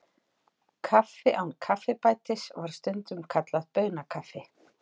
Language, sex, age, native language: Icelandic, female, 40-49, Icelandic